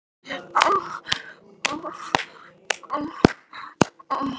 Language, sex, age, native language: Icelandic, male, 13, Icelandic